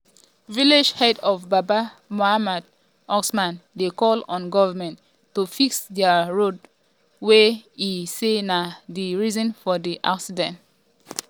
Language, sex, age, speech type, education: Nigerian Pidgin, female, 30-45, spontaneous, tertiary